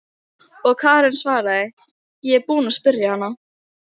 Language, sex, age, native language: Icelandic, female, 15, Icelandic